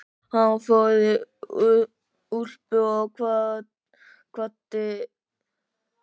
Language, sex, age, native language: Icelandic, male, 13, Icelandic